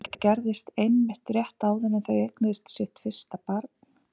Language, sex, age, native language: Icelandic, female, 50-59, Icelandic